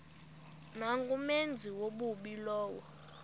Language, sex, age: Xhosa, female, 26